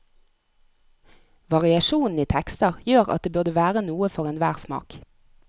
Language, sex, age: Norwegian, female, 30